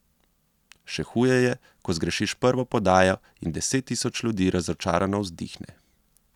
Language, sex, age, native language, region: Slovenian, male, 30-49, Slovenian, Central Slovenia